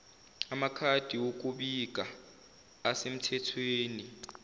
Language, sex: Zulu, male